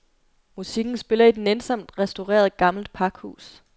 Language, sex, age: Danish, female, 22